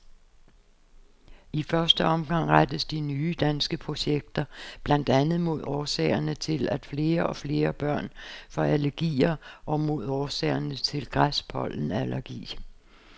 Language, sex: Danish, female